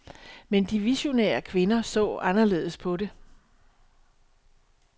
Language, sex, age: Danish, female, 62